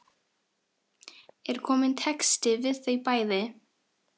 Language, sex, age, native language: Icelandic, female, 13, Filipino